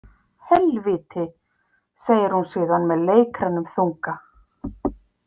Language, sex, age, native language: Icelandic, female, 50-59, Icelandic